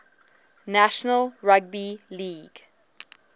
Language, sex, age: English, female, 19